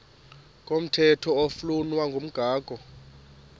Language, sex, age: Xhosa, female, 28